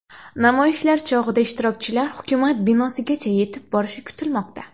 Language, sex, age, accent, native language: Uzbek, female, 19-29, Xorazm, Uzbek